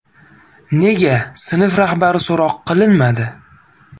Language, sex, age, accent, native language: Uzbek, male, 18-24, Farg'ona, Uzbek